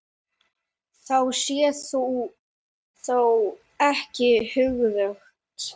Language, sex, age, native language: Icelandic, male, 9, Icelandic